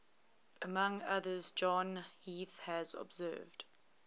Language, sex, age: English, female, 20